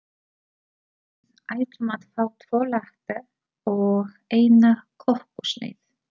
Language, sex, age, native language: Icelandic, female, 30-39, Polish